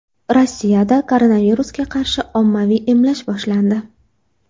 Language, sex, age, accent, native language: Uzbek, female, 19-29, Toshkent shahri, Uzbek